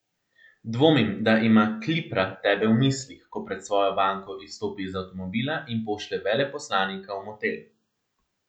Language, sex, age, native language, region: Slovenian, male, 18-29, Slovenian, Central Slovenia